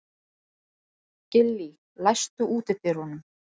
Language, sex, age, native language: Icelandic, female, 40-49, Icelandic